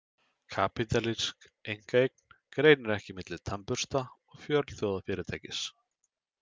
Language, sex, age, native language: Icelandic, male, 30-39, Icelandic